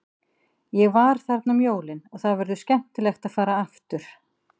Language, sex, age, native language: Icelandic, female, 50-59, Icelandic